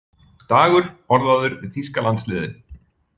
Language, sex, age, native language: Icelandic, male, 40-49, Icelandic